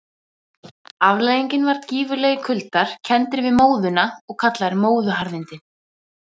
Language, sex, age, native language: Icelandic, female, 20-29, Icelandic